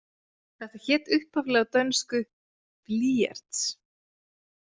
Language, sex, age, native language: Icelandic, female, 30-39, Icelandic